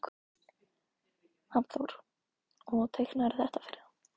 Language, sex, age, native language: Icelandic, female, 14, Icelandic